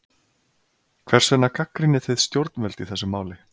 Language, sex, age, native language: Icelandic, male, 30-39, Icelandic